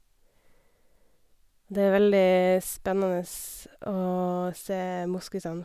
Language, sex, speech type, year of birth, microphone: Norwegian, female, spontaneous, 1990, Sennheiser